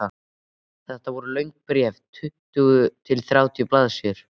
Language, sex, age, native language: Icelandic, male, 13, Icelandic